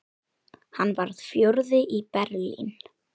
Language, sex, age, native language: Icelandic, female, 10, Icelandic